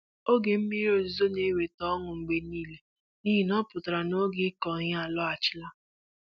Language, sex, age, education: Igbo, female, 15-29, tertiary